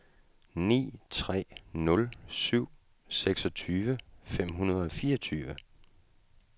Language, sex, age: Danish, male, 35